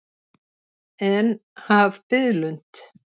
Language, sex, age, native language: Icelandic, female, 70-79, Icelandic